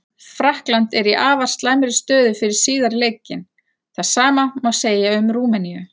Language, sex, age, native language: Icelandic, female, 40-49, Icelandic